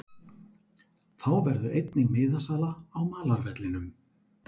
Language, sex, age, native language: Icelandic, male, 40-49, Icelandic